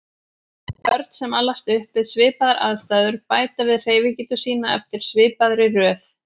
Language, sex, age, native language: Icelandic, female, 40-49, Icelandic